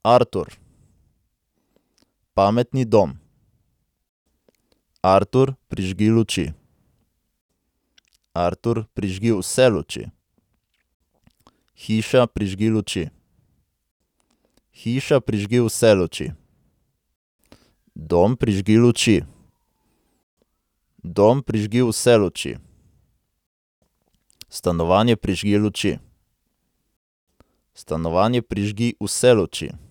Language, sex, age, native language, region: Slovenian, male, 18-29, Slovenian, Central Slovenia